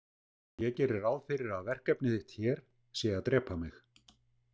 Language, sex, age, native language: Icelandic, male, 60-69, Icelandic